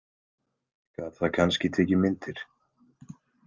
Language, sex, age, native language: Icelandic, male, 20-29, Icelandic